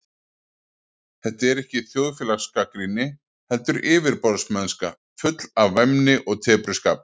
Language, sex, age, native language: Icelandic, male, 40-49, Icelandic